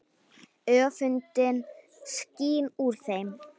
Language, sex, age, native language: Icelandic, female, 9, Icelandic